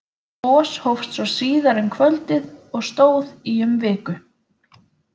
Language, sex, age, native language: Icelandic, female, 20-29, Icelandic